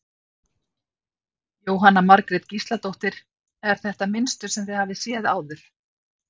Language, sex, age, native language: Icelandic, female, 50-59, Icelandic